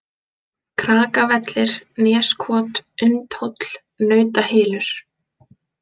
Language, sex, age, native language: Icelandic, female, 20-29, Icelandic